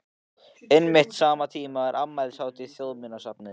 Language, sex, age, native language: Icelandic, male, 14, Icelandic